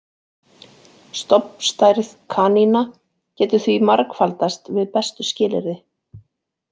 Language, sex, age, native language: Icelandic, female, 40-49, Icelandic